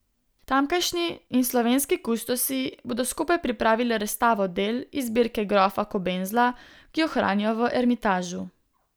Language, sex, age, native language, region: Slovenian, female, 18-29, Slovenian, Southeast Slovenia